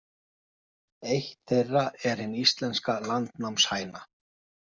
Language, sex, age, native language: Icelandic, male, 50-59, Icelandic